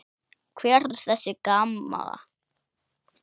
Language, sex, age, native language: Icelandic, male, 8, Icelandic